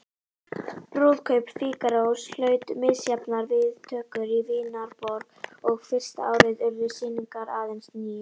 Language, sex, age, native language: Icelandic, female, 18-19, Icelandic